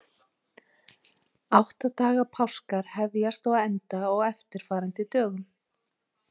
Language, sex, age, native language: Icelandic, female, 30-39, Icelandic